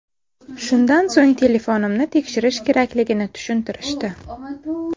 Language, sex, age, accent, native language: Uzbek, female, 18-24, Samarqand, Uzbek